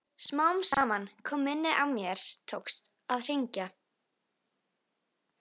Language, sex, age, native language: Icelandic, female, 13, Icelandic